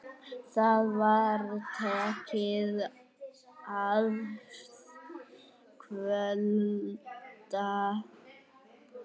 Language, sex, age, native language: Icelandic, male, 8, Icelandic